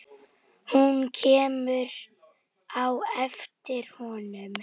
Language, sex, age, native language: Icelandic, female, 10, Icelandic